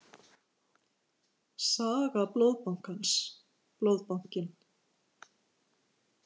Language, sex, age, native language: Icelandic, female, 50-59, Icelandic